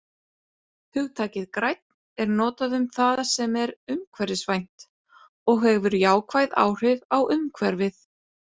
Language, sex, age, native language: Icelandic, female, 30-39, Icelandic